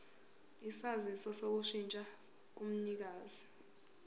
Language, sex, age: Zulu, female, 18